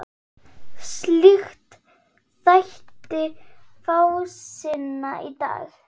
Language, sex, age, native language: Icelandic, female, 8, Icelandic